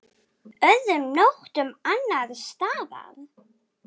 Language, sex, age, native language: Icelandic, female, 7, Icelandic